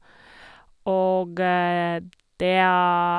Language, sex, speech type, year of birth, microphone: Norwegian, female, spontaneous, 1979, Sennheiser